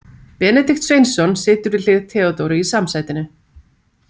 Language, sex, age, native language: Icelandic, female, 30-39, Icelandic